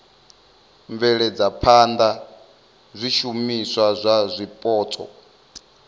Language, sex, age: Venda, male, 25